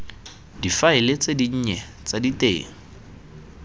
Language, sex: Tswana, male